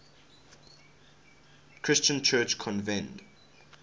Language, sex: English, male